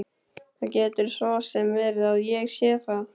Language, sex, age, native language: Icelandic, male, 12, Icelandic